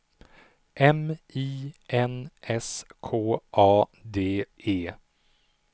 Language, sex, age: Swedish, male, 37